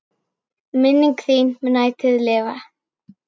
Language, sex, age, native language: Icelandic, female, 9, Icelandic